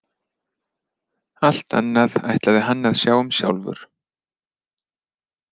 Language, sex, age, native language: Icelandic, male, 30-39, Icelandic